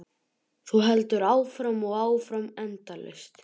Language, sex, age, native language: Icelandic, male, 11, Icelandic